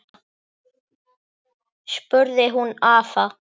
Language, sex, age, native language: Icelandic, male, 8, Icelandic